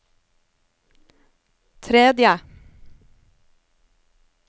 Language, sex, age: Norwegian, female, 27